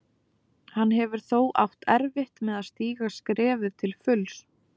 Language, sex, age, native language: Icelandic, female, 20-29, Icelandic